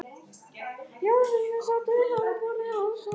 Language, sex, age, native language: Icelandic, female, 18-19, Icelandic